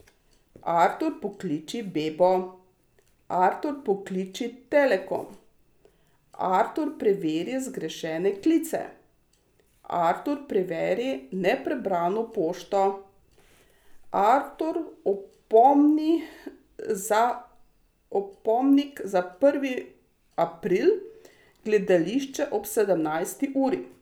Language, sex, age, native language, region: Slovenian, female, 60+, Slovenian, Savinja region